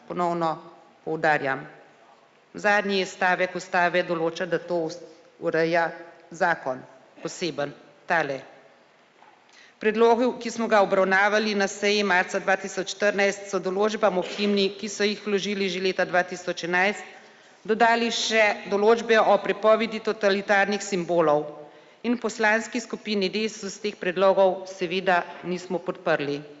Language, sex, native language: Slovenian, female, Slovenian